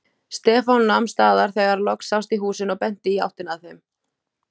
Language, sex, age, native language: Icelandic, female, 18-19, Icelandic